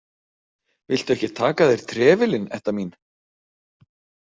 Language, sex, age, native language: Icelandic, male, 40-49, Icelandic